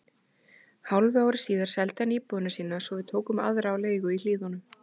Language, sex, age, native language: Icelandic, female, 20-29, Icelandic